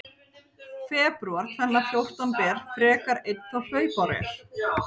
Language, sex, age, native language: Icelandic, female, 40-49, Icelandic